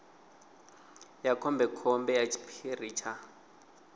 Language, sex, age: Venda, male, 20